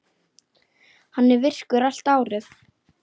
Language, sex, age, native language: Icelandic, female, 9, Icelandic